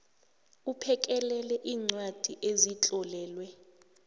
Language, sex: South Ndebele, female